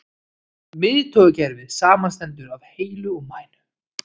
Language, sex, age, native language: Icelandic, male, 20-29, Icelandic